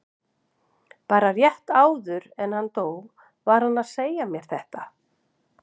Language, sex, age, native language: Icelandic, female, 50-59, Icelandic